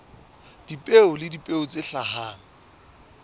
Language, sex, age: Southern Sotho, male, 24